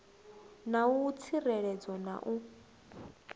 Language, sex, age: Venda, female, 21